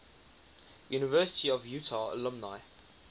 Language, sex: English, male